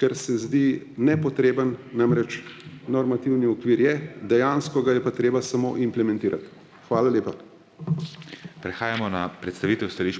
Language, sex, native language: Slovenian, male, Slovenian